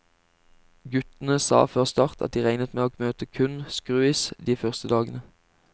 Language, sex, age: Norwegian, male, 25